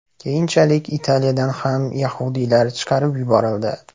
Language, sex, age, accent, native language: Uzbek, male, 18-24, Andijon, Uzbek